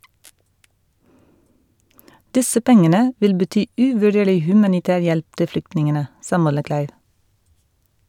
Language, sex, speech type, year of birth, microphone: Norwegian, female, read, 1971, Shure